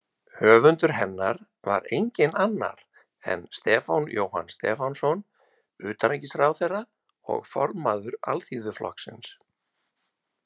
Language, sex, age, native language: Icelandic, male, 50-59, Icelandic